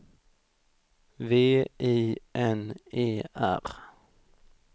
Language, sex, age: Swedish, male, 32